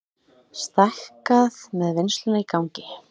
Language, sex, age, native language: Icelandic, female, 30-39, Icelandic